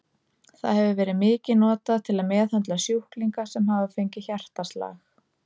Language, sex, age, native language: Icelandic, female, 30-39, Icelandic